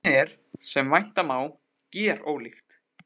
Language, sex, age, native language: Icelandic, male, 15, Icelandic